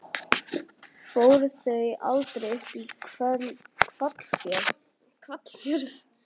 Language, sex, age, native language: Icelandic, other, 11, Icelandic